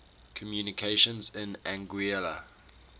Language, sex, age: English, male, 18